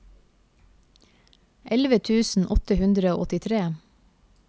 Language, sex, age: Norwegian, female, 28